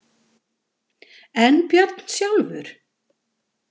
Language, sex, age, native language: Icelandic, female, 50-59, Icelandic